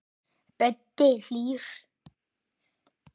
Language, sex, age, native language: Icelandic, male, 9, Icelandic